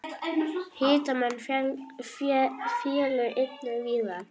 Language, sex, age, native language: Icelandic, female, 9, Icelandic